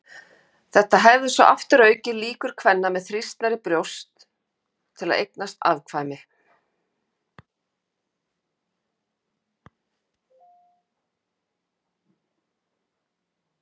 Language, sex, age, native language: Icelandic, female, 50-59, Icelandic